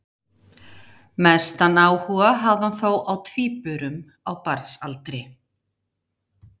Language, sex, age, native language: Icelandic, female, 50-59, Icelandic